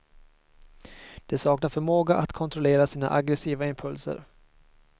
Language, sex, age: Swedish, male, 22